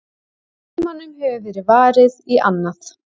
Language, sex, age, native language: Icelandic, female, 40-49, Icelandic